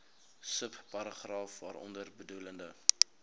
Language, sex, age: Afrikaans, male, 19